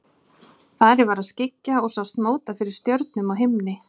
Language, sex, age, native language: Icelandic, female, 30-39, Icelandic